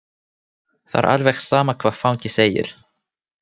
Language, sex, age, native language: Icelandic, male, 18-19, Finnish